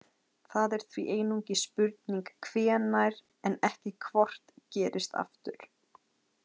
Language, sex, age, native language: Icelandic, female, 30-39, Icelandic